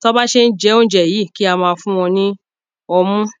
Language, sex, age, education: Yoruba, female, 30-45, tertiary